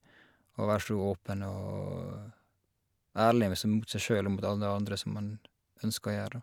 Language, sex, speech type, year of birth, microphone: Norwegian, male, spontaneous, 1986, Shure